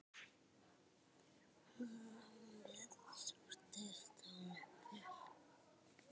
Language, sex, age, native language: Icelandic, female, 10, Icelandic